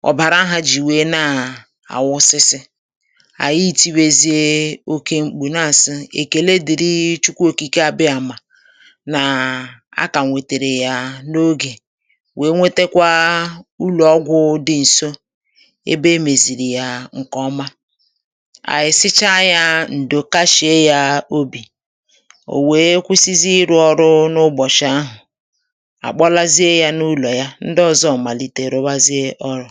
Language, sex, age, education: Igbo, female, 30-45, tertiary